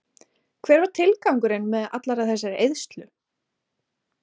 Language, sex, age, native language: Icelandic, female, 20-29, Icelandic